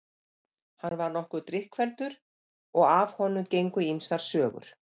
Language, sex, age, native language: Icelandic, female, 50-59, Icelandic